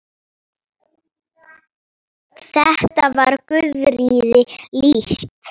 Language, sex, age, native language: Icelandic, female, 9, Polish